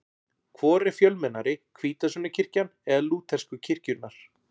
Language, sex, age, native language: Icelandic, male, 40-49, Icelandic